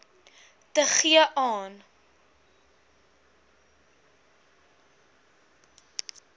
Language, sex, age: Afrikaans, female, 21